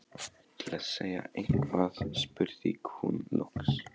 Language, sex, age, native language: Icelandic, male, 15, Polish